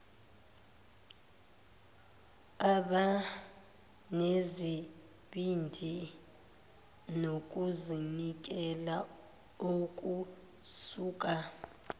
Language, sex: Zulu, female